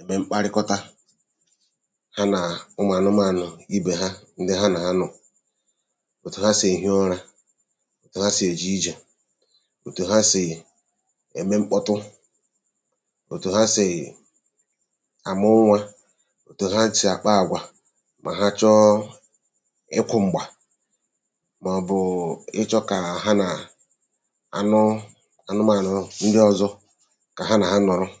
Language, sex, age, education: Igbo, male, 30-45, tertiary